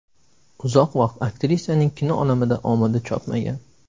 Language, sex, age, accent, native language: Uzbek, male, 18-24, Samarqand, Uzbek